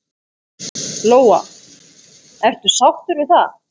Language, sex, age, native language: Icelandic, female, 8, Icelandic